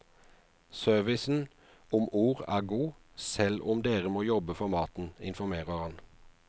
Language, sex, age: Norwegian, male, 49